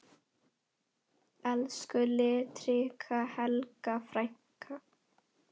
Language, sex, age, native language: Icelandic, female, 10, Icelandic